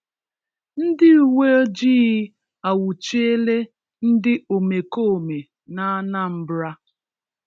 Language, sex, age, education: Igbo, female, 30-45, tertiary